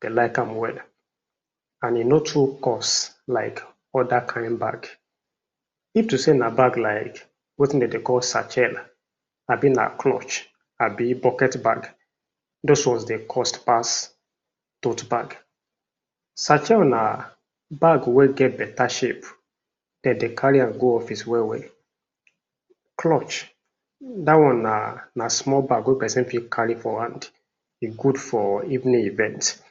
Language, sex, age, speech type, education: Nigerian Pidgin, male, 46-60, spontaneous, tertiary